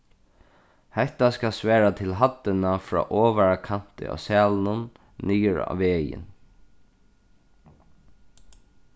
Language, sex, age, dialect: Faroese, male, 36-60, Norðurstreymoy/Eysturoy